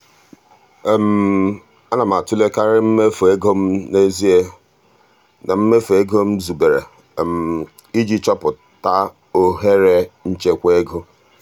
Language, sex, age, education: Igbo, male, 46-60, tertiary